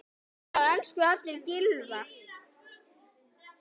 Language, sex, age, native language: Icelandic, male, 10, Icelandic